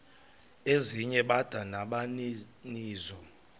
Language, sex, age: Xhosa, male, 22